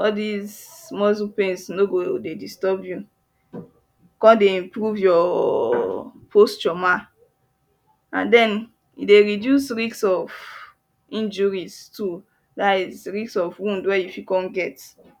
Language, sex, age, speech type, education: Nigerian Pidgin, female, 15-29, spontaneous, tertiary